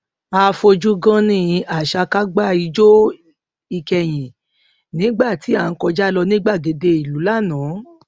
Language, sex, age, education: Yoruba, female, 30-45, tertiary